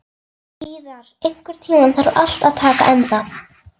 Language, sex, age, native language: Icelandic, female, 11, Icelandic